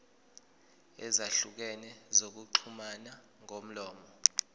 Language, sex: Zulu, male